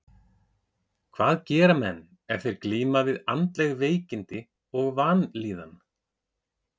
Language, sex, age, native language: Icelandic, male, 40-49, Icelandic